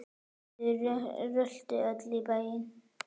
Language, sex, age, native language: Icelandic, female, 9, Icelandic